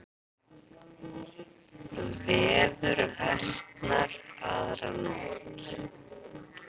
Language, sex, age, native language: Icelandic, female, 40-49, Icelandic